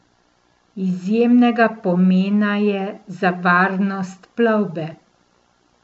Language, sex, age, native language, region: Slovenian, female, 50-59, Slovenian, Central Slovenia